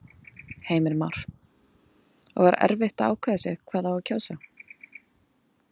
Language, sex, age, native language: Icelandic, female, 20-29, Icelandic